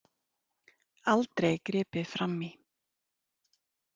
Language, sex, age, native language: Icelandic, female, 30-39, Icelandic